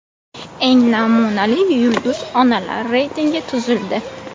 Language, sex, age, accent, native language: Uzbek, female, 18-24, Buxoro, Uzbek